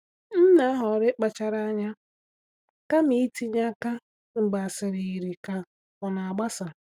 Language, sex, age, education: Igbo, female, 30-45, tertiary